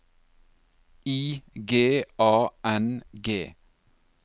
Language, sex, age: Norwegian, male, 40